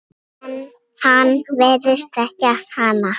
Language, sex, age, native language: Icelandic, other, 6, Icelandic